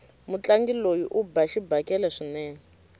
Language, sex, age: Tsonga, female, 19